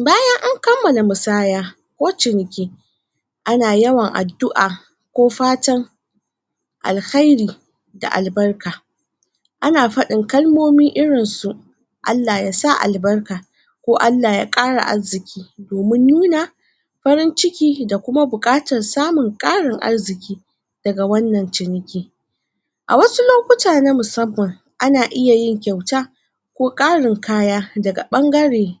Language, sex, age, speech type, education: Hausa, female, 60+, spontaneous, tertiary